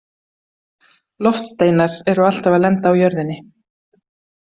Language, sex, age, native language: Icelandic, female, 50-59, Icelandic